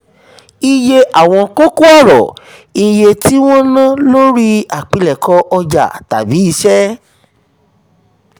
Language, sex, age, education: Yoruba, male, 30-45, tertiary